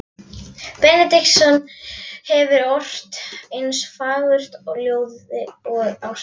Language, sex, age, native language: Icelandic, female, 11, Icelandic